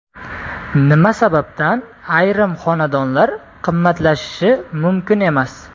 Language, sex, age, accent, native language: Uzbek, male, 18-24, Toshkent viloyati, Uzbek